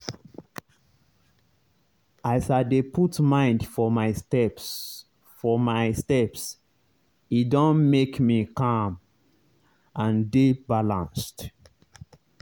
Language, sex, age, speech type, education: Nigerian Pidgin, male, 30-45, spontaneous, tertiary